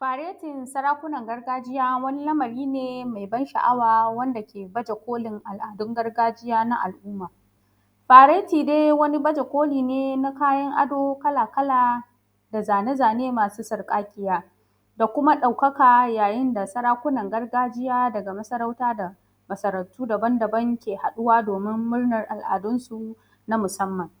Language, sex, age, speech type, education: Hausa, female, 15-29, spontaneous, secondary